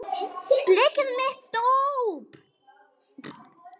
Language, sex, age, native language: Icelandic, male, 7, Icelandic